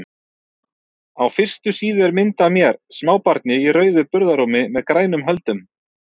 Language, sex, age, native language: Icelandic, male, 30-39, Icelandic